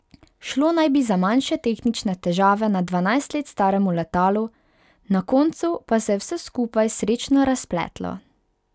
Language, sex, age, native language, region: Slovenian, female, 18-29, Hungarian, Pomurje region